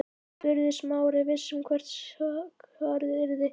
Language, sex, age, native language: Icelandic, male, 11, Icelandic